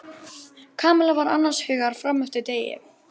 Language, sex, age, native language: Icelandic, female, 12, Icelandic